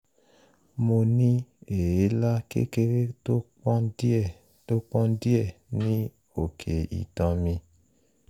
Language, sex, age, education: Yoruba, male, 15-29, tertiary